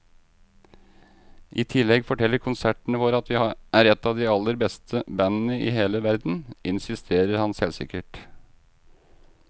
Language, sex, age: Norwegian, male, 38